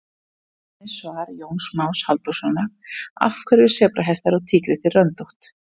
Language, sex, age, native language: Icelandic, female, 30-39, Icelandic